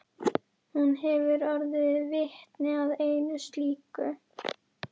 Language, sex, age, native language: Icelandic, female, 11, Icelandic